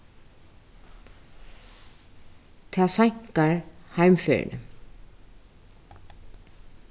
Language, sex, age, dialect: Faroese, female, 36-60, Suðurstreymoy